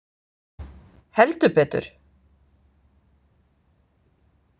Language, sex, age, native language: Icelandic, female, 50-59, Icelandic